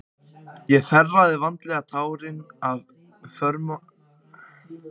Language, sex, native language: Icelandic, other, Icelandic